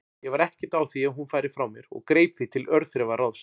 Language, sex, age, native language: Icelandic, male, 40-49, Icelandic